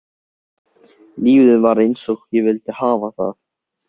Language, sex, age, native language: Icelandic, male, 16, Icelandic